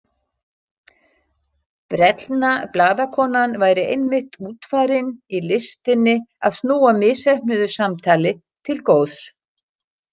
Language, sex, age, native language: Icelandic, female, 60-69, Icelandic